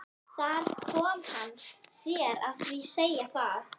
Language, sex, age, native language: Icelandic, female, 11, Icelandic